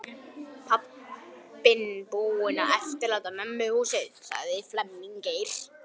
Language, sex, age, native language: Icelandic, male, 11, Icelandic